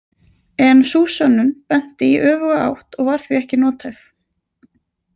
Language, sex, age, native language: Icelandic, female, 20-29, Icelandic